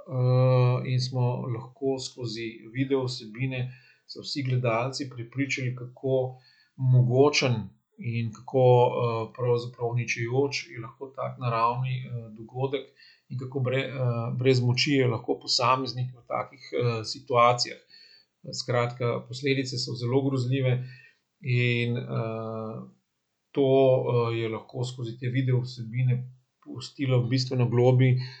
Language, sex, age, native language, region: Slovenian, male, 50-59, Slovenian, Central Slovenia